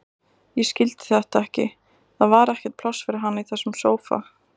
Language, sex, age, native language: Icelandic, female, 20-29, Icelandic